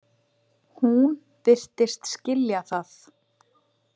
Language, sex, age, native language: Icelandic, female, 20-29, Icelandic